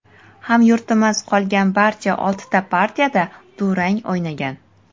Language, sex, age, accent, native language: Uzbek, female, 18-24, Jizzax, Uzbek